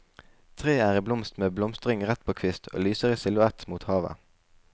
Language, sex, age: Norwegian, male, 20